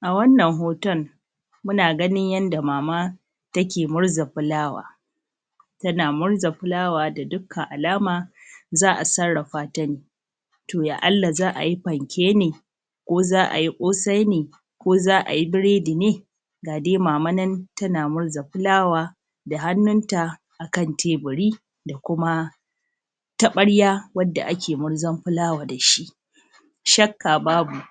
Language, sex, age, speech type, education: Hausa, female, 30-45, spontaneous, tertiary